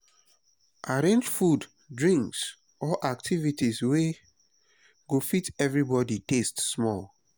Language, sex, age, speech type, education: Nigerian Pidgin, male, 30-45, spontaneous, tertiary